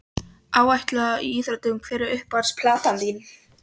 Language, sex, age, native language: Icelandic, female, 13, Polish